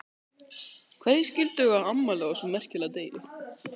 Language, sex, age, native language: Icelandic, male, 13, Icelandic